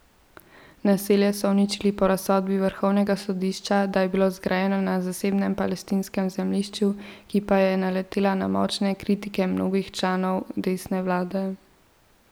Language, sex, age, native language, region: Slovenian, female, 12-17, Slovenian, Central Slovenia